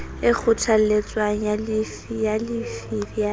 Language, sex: Southern Sotho, female